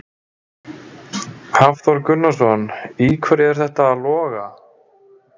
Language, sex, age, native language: Icelandic, female, 20-29, Icelandic